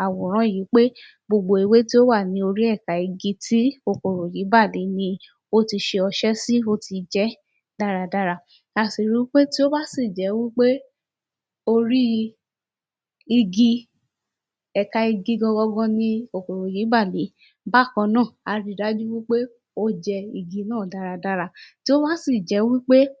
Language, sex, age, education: Yoruba, female, 30-45, tertiary